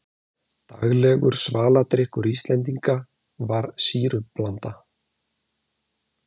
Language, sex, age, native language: Icelandic, male, 40-49, Icelandic